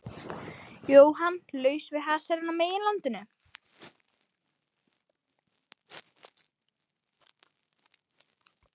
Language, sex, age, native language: Icelandic, male, 13, Icelandic